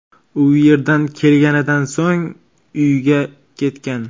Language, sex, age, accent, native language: Uzbek, male, 18-24, Jizzax, Uzbek